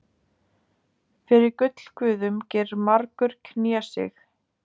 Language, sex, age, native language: Icelandic, female, 20-29, Icelandic